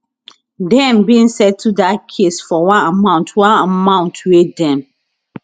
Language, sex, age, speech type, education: Nigerian Pidgin, female, 30-45, spontaneous, tertiary